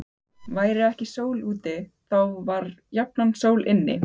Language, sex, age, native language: Icelandic, female, 15, Icelandic